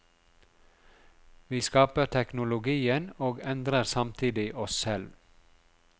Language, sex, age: Norwegian, male, 42